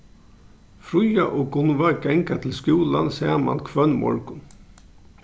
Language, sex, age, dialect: Faroese, male, 36-60, Norðurstreymoy/Eysturoy